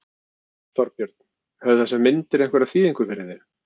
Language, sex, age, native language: Icelandic, male, 50-59, Icelandic